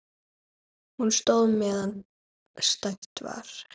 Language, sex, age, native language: Icelandic, female, 9, Icelandic